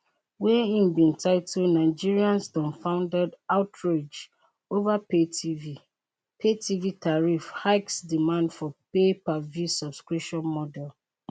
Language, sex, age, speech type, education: Nigerian Pidgin, female, 30-45, spontaneous, tertiary